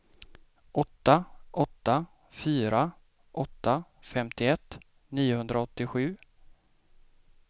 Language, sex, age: Swedish, male, 28